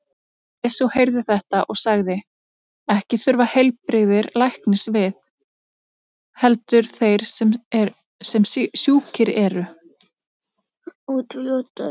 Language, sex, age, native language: Icelandic, female, 30-39, Icelandic